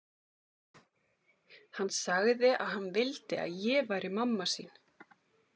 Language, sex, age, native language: Icelandic, female, 40-49, Icelandic